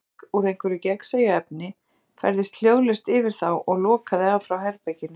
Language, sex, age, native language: Icelandic, female, 40-49, Icelandic